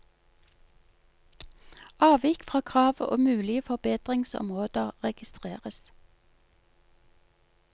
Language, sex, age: Norwegian, female, 48